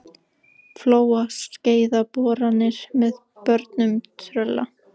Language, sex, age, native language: Icelandic, female, 14, Icelandic